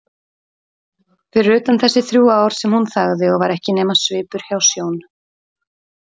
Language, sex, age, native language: Icelandic, female, 30-39, Icelandic